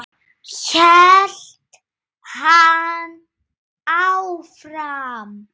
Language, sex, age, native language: Icelandic, male, 9, Icelandic